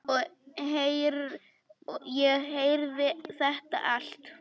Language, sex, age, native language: Icelandic, female, 10, Polish